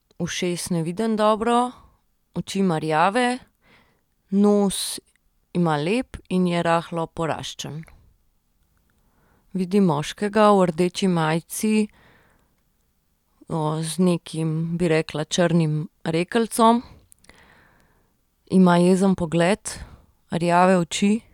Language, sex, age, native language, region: Slovenian, female, 30-49, Slovenian, Central Slovenia